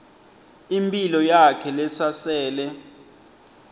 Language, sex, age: Swati, male, 20